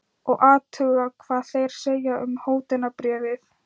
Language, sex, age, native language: Icelandic, female, 13, Thai